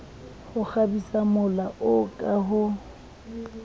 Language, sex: Southern Sotho, female